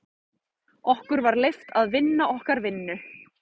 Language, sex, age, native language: Icelandic, female, 30-39, Icelandic